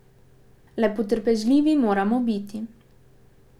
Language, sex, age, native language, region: Slovenian, female, 18-29, Slovenian, Pomurje region